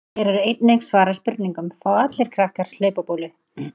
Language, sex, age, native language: Icelandic, female, 30-39, Icelandic